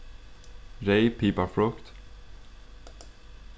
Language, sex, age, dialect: Faroese, male, 15-35, Suðurstreymoy